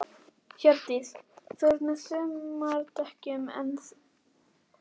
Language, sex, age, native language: Icelandic, female, 11, Icelandic